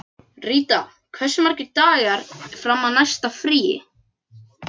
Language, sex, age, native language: Icelandic, other, 12, Icelandic